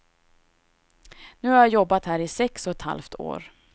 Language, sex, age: Swedish, female, 26